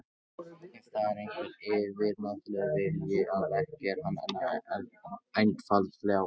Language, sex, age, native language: Icelandic, male, 18-19, Icelandic